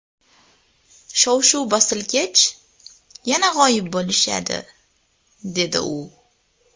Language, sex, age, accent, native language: Uzbek, female, under 19, Toshkent viloyati, Uzbek